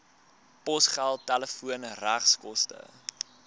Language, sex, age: Afrikaans, male, 19